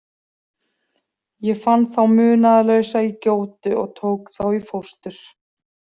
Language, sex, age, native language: Icelandic, female, 40-49, Icelandic